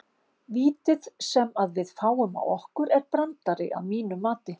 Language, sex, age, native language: Icelandic, female, 50-59, Icelandic